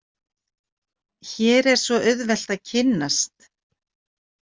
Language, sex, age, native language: Icelandic, female, 40-49, Icelandic